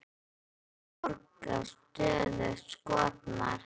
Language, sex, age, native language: Icelandic, male, 12, Icelandic